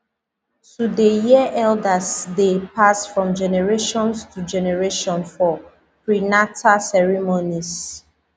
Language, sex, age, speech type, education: Nigerian Pidgin, female, 30-45, spontaneous, tertiary